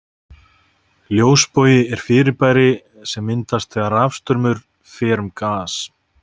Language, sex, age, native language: Icelandic, male, 30-39, Icelandic